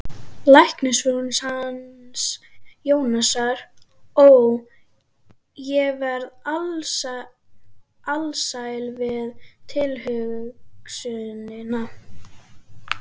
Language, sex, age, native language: Icelandic, female, 12, Icelandic